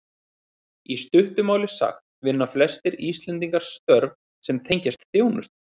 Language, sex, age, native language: Icelandic, male, 30-39, Icelandic